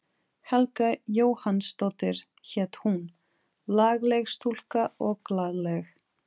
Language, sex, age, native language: Icelandic, female, 30-39, Portuguese